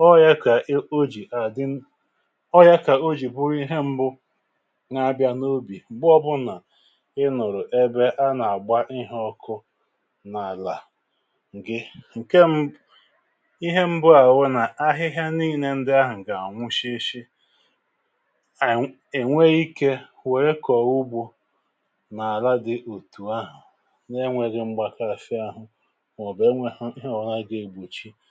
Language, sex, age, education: Igbo, male, 46-60, tertiary